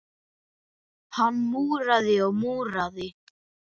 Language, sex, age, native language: Icelandic, male, 9, Icelandic